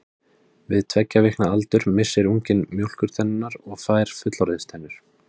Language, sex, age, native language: Icelandic, male, 30-39, Icelandic